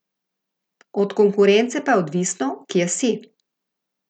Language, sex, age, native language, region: Slovenian, female, 50-59, Slovenian, Gorica region